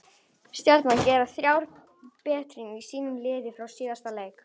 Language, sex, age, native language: Icelandic, female, 18-19, Icelandic